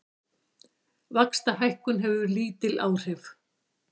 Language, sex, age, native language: Icelandic, female, 60-69, Icelandic